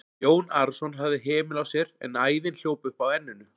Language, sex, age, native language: Icelandic, male, 40-49, Icelandic